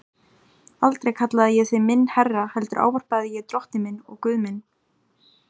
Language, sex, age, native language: Icelandic, female, 18-19, Icelandic